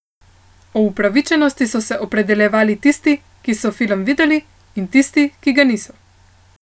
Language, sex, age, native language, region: Slovenian, female, 18-29, Slovenian, Central Slovenia